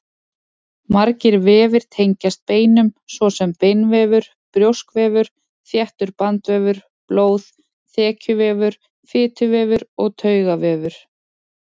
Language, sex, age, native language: Icelandic, female, 40-49, Icelandic